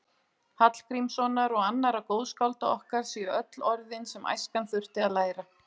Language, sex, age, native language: Icelandic, female, 40-49, Icelandic